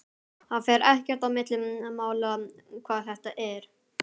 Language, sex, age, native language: Icelandic, male, 11, Icelandic